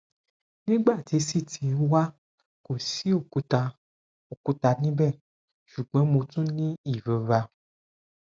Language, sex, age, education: Yoruba, male, 15-29, tertiary